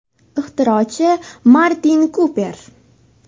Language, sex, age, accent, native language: Uzbek, female, 19-29, Farg'ona, Uzbek